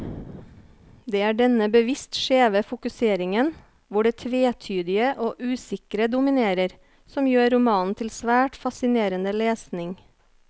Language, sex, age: Norwegian, female, 30